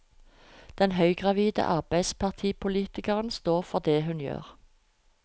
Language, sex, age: Norwegian, female, 45